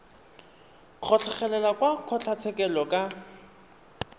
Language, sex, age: Tswana, male, 23